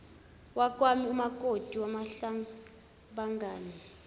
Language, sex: Zulu, female